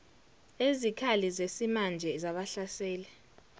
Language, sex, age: Zulu, female, 17